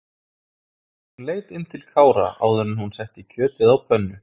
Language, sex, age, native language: Icelandic, male, 20-29, Icelandic